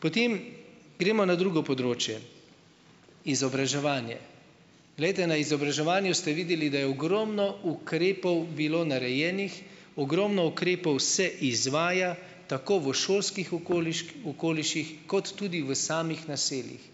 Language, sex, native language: Slovenian, male, Slovenian